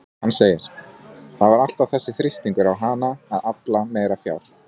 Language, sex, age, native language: Icelandic, male, 20-29, Icelandic